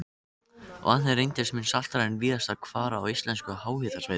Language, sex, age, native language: Icelandic, other, 13, Icelandic